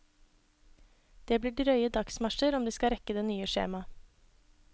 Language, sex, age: Norwegian, female, 26